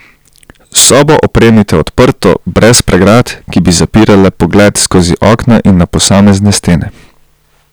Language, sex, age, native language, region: Slovenian, male, 18-29, Slovenian, Central Slovenia